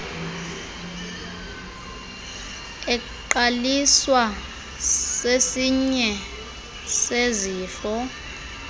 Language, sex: Xhosa, female